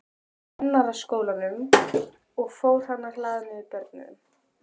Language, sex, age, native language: Icelandic, female, 12, Icelandic